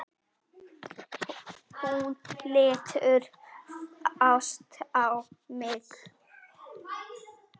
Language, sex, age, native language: Icelandic, female, 6, Icelandic